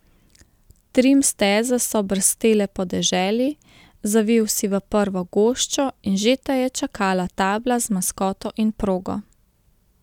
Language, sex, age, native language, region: Slovenian, female, 30-49, Slovenian, Central Slovenia